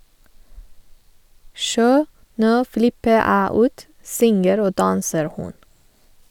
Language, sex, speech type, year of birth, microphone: Norwegian, female, read, 1985, Sennheiser